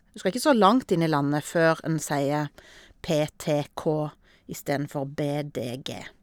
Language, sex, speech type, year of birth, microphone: Norwegian, female, spontaneous, 1972, Shure